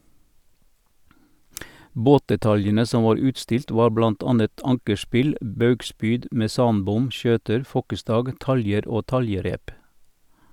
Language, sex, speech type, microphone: Norwegian, male, read, Sennheiser